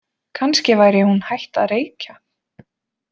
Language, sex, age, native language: Icelandic, female, 20-29, Icelandic